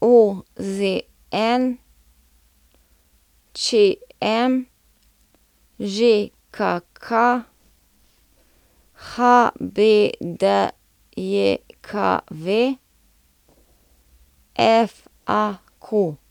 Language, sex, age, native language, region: Slovenian, female, 30-49, Slovenian, Central Slovenia